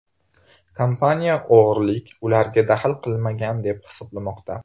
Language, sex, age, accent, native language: Uzbek, male, 18-24, Toshkent shahri, Uzbek